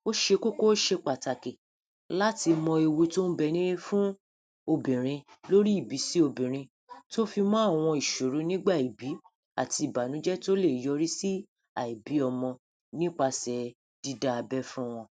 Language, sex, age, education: Yoruba, female, 30-45, tertiary